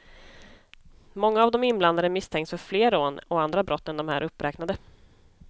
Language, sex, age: Swedish, female, 25